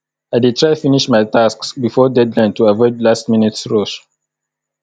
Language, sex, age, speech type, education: Nigerian Pidgin, male, 30-45, spontaneous, tertiary